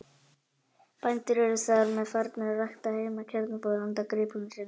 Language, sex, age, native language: Icelandic, male, 18-19, Icelandic